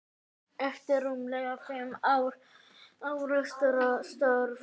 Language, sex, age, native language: Icelandic, female, 9, Icelandic